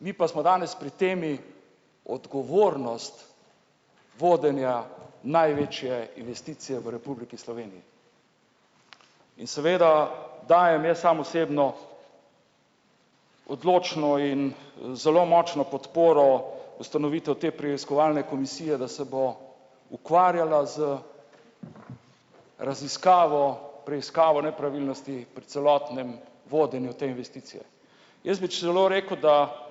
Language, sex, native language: Slovenian, male, Slovenian